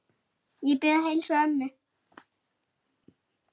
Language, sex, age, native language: Icelandic, male, 8, Icelandic